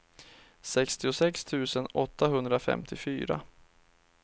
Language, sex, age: Swedish, male, 31